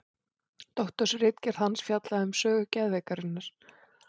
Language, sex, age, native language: Icelandic, female, 40-49, Icelandic